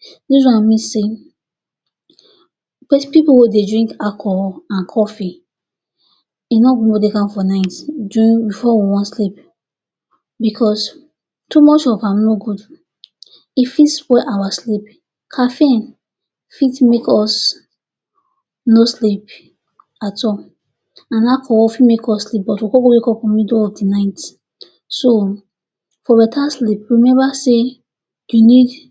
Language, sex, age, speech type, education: Nigerian Pidgin, female, 46-60, spontaneous, tertiary